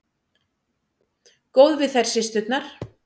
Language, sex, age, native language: Icelandic, female, 60-69, Icelandic